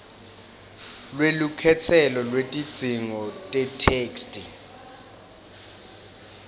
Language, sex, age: Swati, male, 19